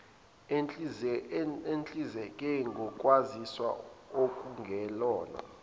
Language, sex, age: Zulu, male, 25